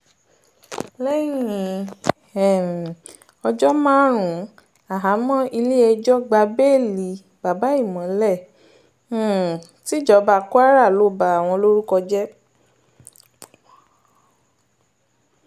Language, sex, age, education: Yoruba, female, 30-45, tertiary